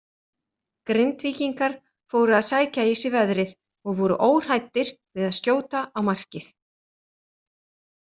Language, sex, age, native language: Icelandic, female, 40-49, Icelandic